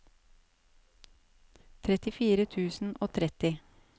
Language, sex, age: Norwegian, female, 37